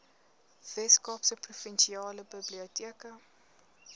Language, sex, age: Afrikaans, female, 18